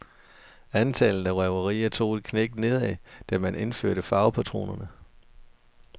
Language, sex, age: Danish, male, 32